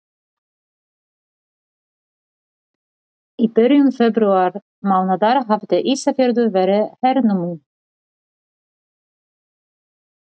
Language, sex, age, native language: Icelandic, female, 40-49, Polish